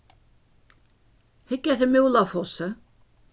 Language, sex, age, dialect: Faroese, female, 61+, Suðurstreymoy